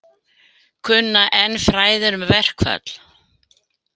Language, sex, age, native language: Icelandic, female, 70-79, Icelandic